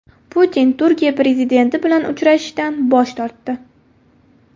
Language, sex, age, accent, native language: Uzbek, female, 19-29, Buxoro, Uzbek